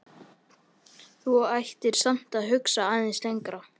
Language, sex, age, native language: Icelandic, male, 13, Icelandic